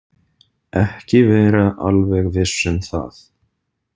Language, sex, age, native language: Icelandic, male, 30-39, Icelandic